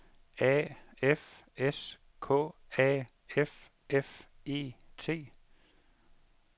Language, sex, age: Danish, male, 51